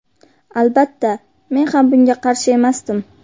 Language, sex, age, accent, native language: Uzbek, female, 18-24, Qashqadaryo, Uzbek